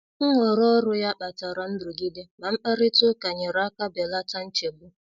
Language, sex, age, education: Igbo, female, 30-45, secondary